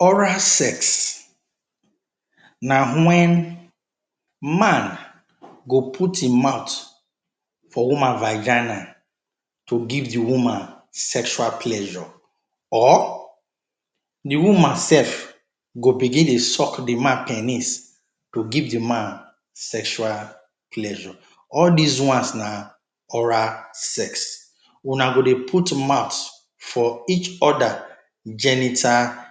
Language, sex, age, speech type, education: Nigerian Pidgin, male, 30-45, spontaneous, tertiary